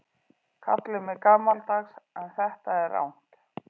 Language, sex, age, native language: Icelandic, female, 40-49, Icelandic